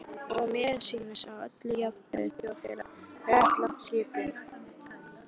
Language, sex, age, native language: Icelandic, female, 12, Icelandic